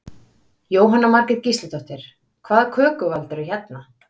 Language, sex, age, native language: Icelandic, female, 30-39, Icelandic